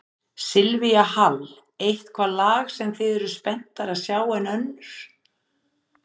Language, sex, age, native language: Icelandic, female, 50-59, Icelandic